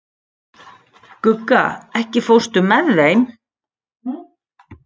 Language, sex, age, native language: Icelandic, female, 40-49, Icelandic